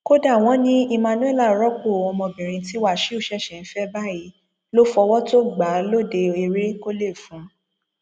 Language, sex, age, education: Yoruba, female, 15-29, tertiary